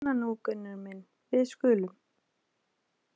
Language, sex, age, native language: Icelandic, female, 20-29, Icelandic